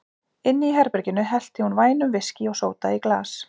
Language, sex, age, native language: Icelandic, female, 40-49, Icelandic